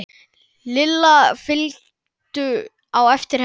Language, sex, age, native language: Icelandic, male, 9, Icelandic